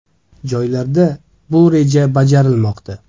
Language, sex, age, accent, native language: Uzbek, male, 25-34, Toshkent viloyati, Uzbek